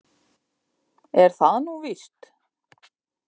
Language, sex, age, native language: Icelandic, female, 50-59, Icelandic